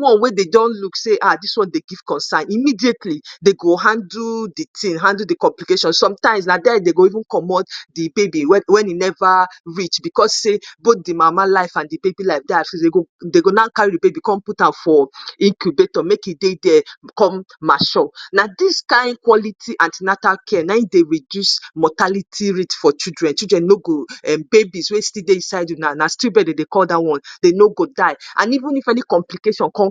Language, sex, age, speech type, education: Nigerian Pidgin, female, 30-45, spontaneous, tertiary